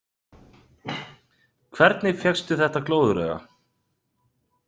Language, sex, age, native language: Icelandic, male, 30-39, Icelandic